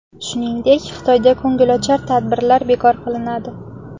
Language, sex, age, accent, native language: Uzbek, female, 18-24, Samarqand, Uzbek